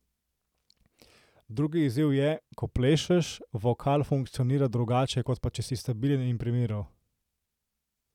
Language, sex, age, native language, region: Slovenian, male, 18-29, Slovenian, Central Slovenia